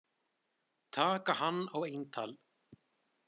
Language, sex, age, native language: Icelandic, male, 20-29, Icelandic